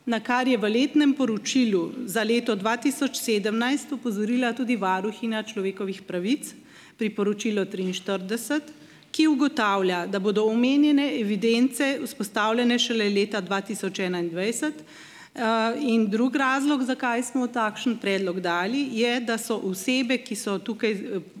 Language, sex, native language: Slovenian, female, Slovenian